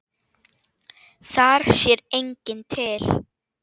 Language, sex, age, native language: Icelandic, female, 8, Icelandic